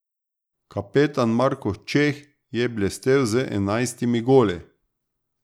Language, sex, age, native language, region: Slovenian, male, 30-49, Slovenian, Drava region